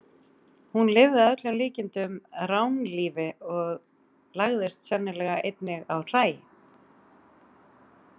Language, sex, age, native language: Icelandic, female, 40-49, Icelandic